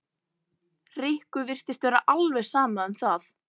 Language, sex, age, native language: Icelandic, female, 11, Icelandic